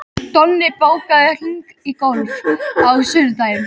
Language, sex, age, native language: Icelandic, female, 13, Icelandic